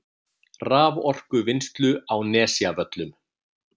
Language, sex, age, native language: Icelandic, male, 50-59, Icelandic